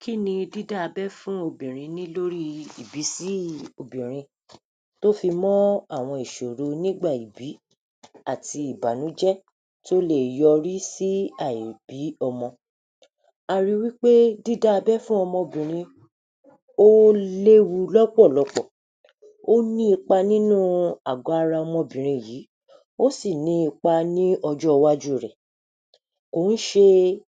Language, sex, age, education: Yoruba, female, 30-45, tertiary